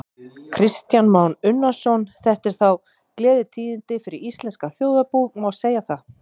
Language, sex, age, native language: Icelandic, female, 40-49, Icelandic